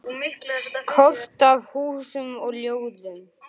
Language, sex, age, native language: Icelandic, male, 10, Icelandic